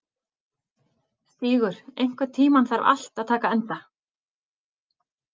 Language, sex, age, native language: Icelandic, female, 40-49, Icelandic